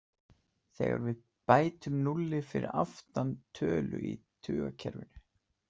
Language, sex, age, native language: Icelandic, male, 30-39, Icelandic